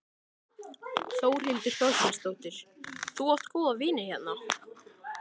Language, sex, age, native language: Icelandic, male, 13, Icelandic